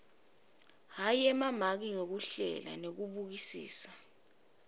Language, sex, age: Swati, female, 21